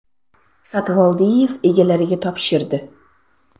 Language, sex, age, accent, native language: Uzbek, female, 12-17, Sirdaryo, Uzbek